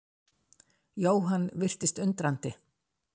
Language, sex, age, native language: Icelandic, female, 60-69, Icelandic